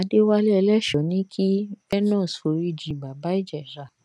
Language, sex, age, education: Yoruba, female, 15-29, tertiary